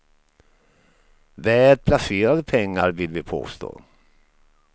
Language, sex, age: Swedish, male, 53